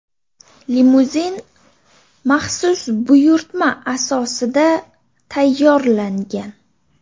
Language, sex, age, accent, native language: Uzbek, female, 25-34, Toshkent shahri, Uzbek